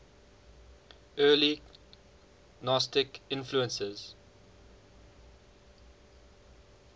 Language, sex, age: English, male, 19